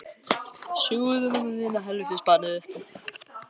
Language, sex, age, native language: Icelandic, male, 13, Icelandic